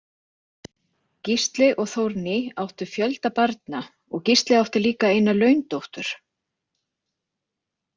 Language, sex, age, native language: Icelandic, female, 50-59, Icelandic